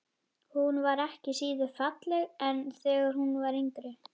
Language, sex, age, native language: Icelandic, female, 11, Icelandic